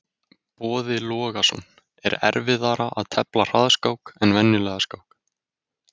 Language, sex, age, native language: Icelandic, male, 20-29, Icelandic